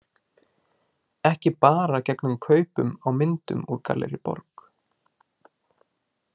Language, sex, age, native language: Icelandic, male, 20-29, Icelandic